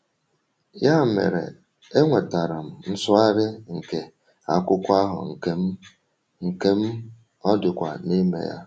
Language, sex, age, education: Igbo, male, 30-45, tertiary